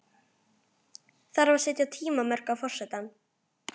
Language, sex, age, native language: Icelandic, female, 11, Icelandic